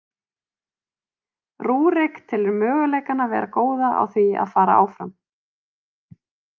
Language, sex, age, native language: Icelandic, female, 30-39, Icelandic